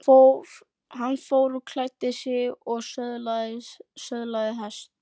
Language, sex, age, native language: Icelandic, male, 11, Icelandic